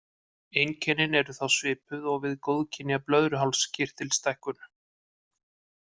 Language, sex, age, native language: Icelandic, male, 50-59, Icelandic